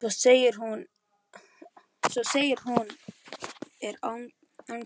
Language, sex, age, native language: Icelandic, male, 11, Icelandic